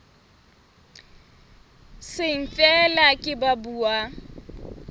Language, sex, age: Southern Sotho, female, 21